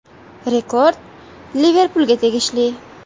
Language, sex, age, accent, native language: Uzbek, female, 18-24, Andijon, Uzbek